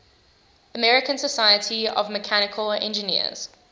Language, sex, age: English, female, 21